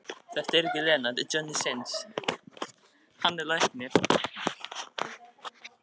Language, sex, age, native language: Icelandic, male, 13, Icelandic